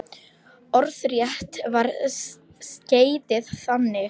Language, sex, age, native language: Icelandic, female, 10, Polish